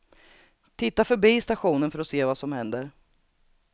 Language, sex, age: Swedish, female, 39